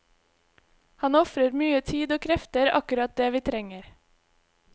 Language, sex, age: Norwegian, female, 26